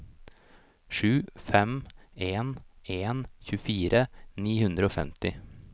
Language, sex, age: Norwegian, male, 29